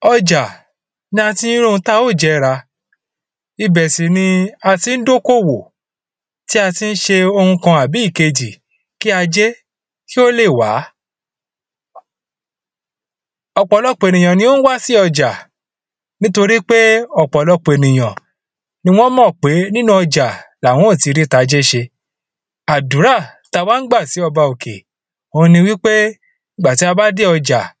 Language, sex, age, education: Yoruba, male, 15-29, tertiary